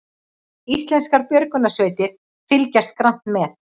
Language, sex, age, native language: Icelandic, female, 40-49, Icelandic